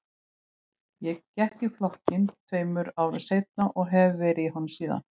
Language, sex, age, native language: Icelandic, female, 18-19, Icelandic